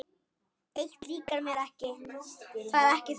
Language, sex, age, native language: Icelandic, male, 9, Icelandic